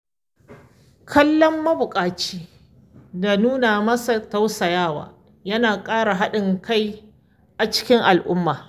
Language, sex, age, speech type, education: Hausa, female, 15-29, spontaneous, tertiary